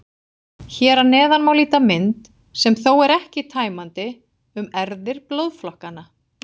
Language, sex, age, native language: Icelandic, female, 40-49, Icelandic